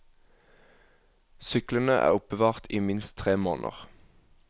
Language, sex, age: Norwegian, male, 21